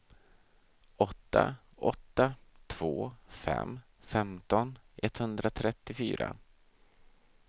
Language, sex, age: Swedish, male, 32